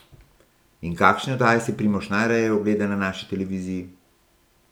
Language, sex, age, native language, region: Slovenian, male, 60+, Slovenian, Gorenjska region